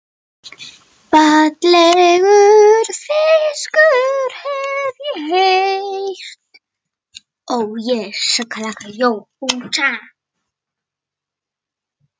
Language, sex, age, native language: Icelandic, female, 18-19, Icelandic